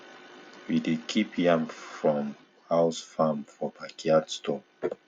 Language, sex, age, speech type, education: Nigerian Pidgin, male, 15-29, spontaneous, tertiary